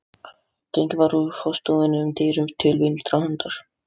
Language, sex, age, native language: Icelandic, other, 13, Icelandic